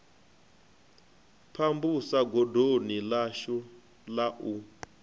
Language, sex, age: Venda, male, 25